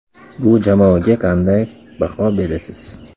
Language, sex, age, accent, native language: Uzbek, male, 25-34, Andijon, Uzbek